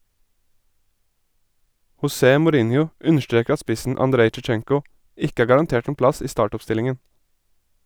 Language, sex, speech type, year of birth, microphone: Norwegian, male, read, 1987, Sennheiser